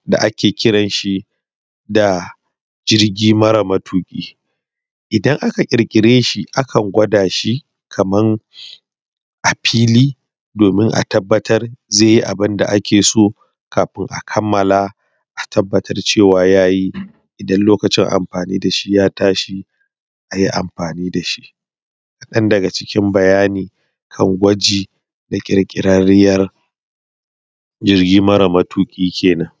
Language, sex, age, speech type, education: Hausa, male, 30-45, spontaneous, primary